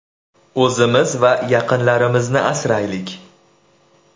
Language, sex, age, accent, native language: Uzbek, male, 25-34, Andijon, Uzbek